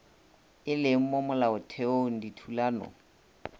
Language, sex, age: Northern Sotho, male, 26